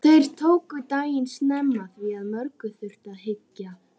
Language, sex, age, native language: Icelandic, female, 12, Icelandic